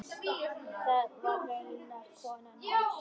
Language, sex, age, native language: Icelandic, female, 10, Icelandic